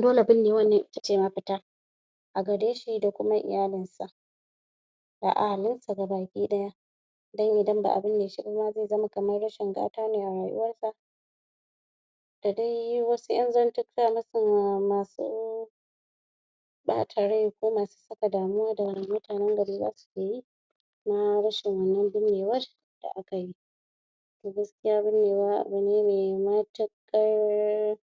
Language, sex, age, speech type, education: Hausa, female, 46-60, spontaneous, tertiary